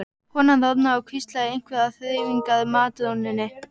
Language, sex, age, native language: Icelandic, female, 12, Icelandic